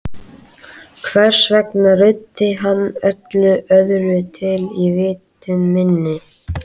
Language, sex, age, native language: Icelandic, male, 13, Icelandic